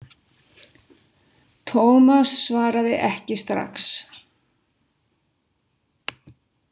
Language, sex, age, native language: Icelandic, female, 60-69, Icelandic